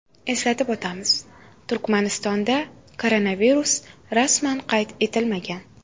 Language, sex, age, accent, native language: Uzbek, female, 18-24, Toshkent shahri, Uzbek